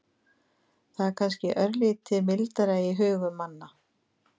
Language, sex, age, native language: Icelandic, female, 50-59, Icelandic